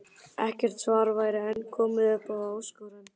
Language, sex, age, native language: Icelandic, male, 12, Icelandic